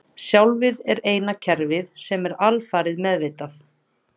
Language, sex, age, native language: Icelandic, female, 30-39, Icelandic